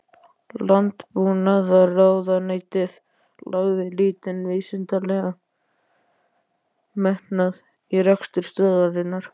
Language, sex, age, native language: Icelandic, male, 12, Icelandic